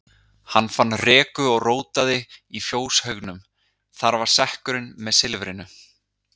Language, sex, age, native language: Icelandic, male, 30-39, Icelandic